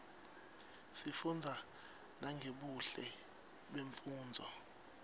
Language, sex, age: Swati, male, 23